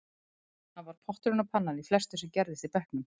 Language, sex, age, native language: Icelandic, female, 30-39, Icelandic